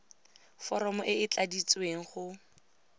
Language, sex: Tswana, female